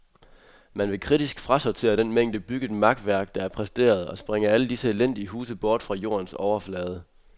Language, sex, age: Danish, male, 23